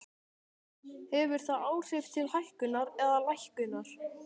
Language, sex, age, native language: Icelandic, male, 12, Icelandic